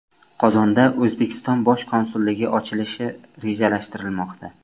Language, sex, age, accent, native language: Uzbek, male, 25-34, Samarqand, Uzbek